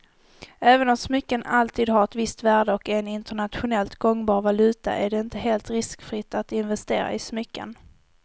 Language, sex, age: Swedish, female, 18